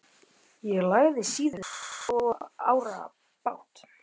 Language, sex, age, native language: Icelandic, male, 12, Icelandic